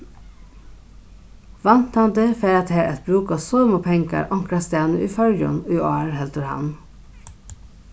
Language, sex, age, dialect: Faroese, female, 36-60, Norðurstreymoy/Eysturoy